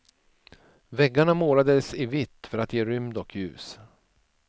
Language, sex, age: Swedish, male, 47